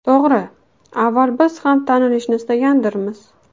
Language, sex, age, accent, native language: Uzbek, female, 18-24, Qashqadaryo, Uzbek